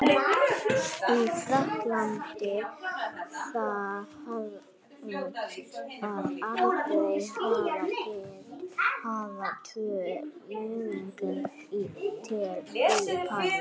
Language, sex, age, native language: Icelandic, female, 40-49, Icelandic